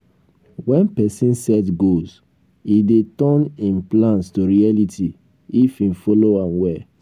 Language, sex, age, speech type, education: Nigerian Pidgin, male, 15-29, spontaneous, tertiary